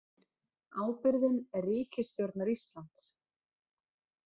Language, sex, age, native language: Icelandic, female, 20-29, Icelandic